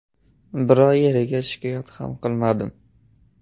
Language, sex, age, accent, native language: Uzbek, male, 18-24, Andijon, Uzbek